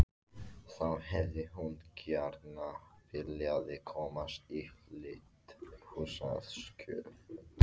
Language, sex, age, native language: Icelandic, female, 14, Icelandic